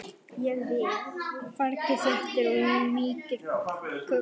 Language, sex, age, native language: Icelandic, male, 10, Icelandic